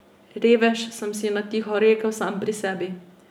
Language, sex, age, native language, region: Slovenian, female, 18-29, Slovenian, Savinja region